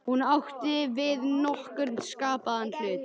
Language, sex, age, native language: Icelandic, male, 13, Icelandic